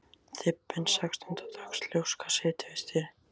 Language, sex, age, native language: Icelandic, male, 14, Icelandic